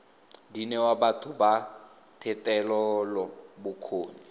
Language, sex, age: Tswana, male, 18